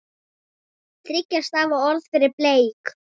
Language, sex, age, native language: Icelandic, female, 7, Icelandic